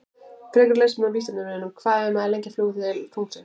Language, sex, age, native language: Icelandic, female, 20-29, Icelandic